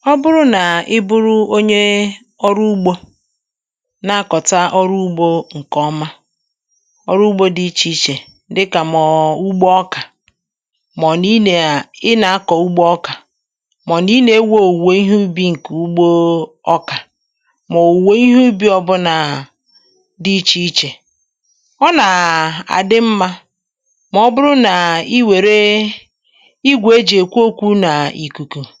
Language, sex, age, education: Igbo, female, 46-60, tertiary